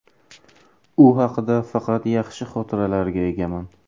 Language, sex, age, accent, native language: Uzbek, male, 18-24, Buxoro, Uzbek